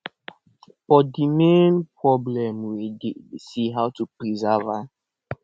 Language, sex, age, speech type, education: Nigerian Pidgin, male, 46-60, spontaneous, tertiary